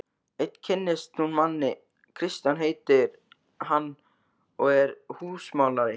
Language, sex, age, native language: Icelandic, male, 13, Icelandic